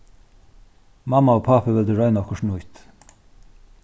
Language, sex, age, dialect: Faroese, male, 36-60, Norðurstreymoy/Eysturoy